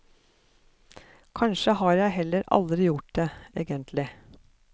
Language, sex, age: Norwegian, female, 54